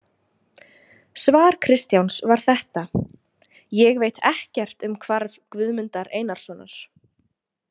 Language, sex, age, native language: Icelandic, female, 20-29, Icelandic